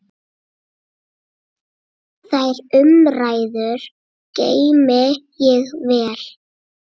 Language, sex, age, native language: Icelandic, male, 8, Icelandic